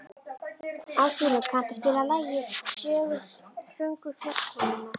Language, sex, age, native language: Icelandic, female, 11, Icelandic